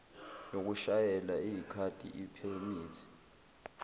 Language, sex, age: Zulu, male, 20